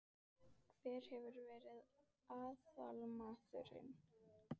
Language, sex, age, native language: Icelandic, female, 14, Icelandic